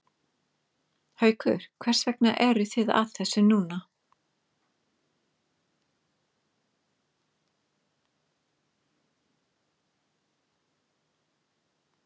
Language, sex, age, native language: Icelandic, female, 50-59, English